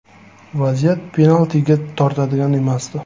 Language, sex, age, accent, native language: Uzbek, male, 25-34, Toshkent shahri, Uzbek